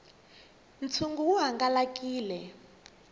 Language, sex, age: Tsonga, female, 21